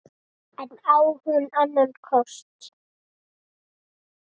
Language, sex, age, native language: Icelandic, female, 7, Icelandic